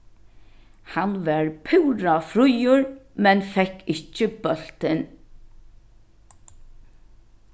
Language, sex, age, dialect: Faroese, female, 36-60, Norðurstreymoy/Eysturoy